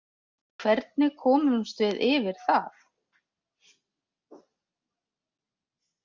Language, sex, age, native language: Icelandic, female, 40-49, Icelandic